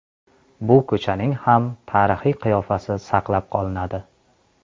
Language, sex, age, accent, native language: Uzbek, male, 35+, Andijon, Uzbek